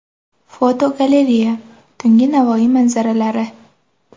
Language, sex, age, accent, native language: Uzbek, female, under 19, Toshkent shahri, Uzbek